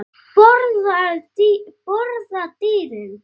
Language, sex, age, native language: Icelandic, female, 9, Icelandic